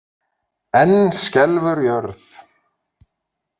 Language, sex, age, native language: Icelandic, male, 40-49, Icelandic